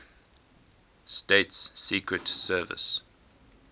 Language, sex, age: English, male, 21